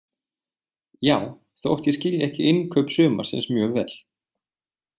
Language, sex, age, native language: Icelandic, male, 20-29, Icelandic